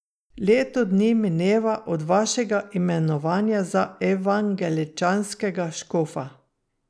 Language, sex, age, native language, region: Slovenian, female, 60+, Slovenian, Drava region